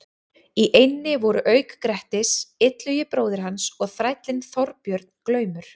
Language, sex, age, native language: Icelandic, female, 30-39, Icelandic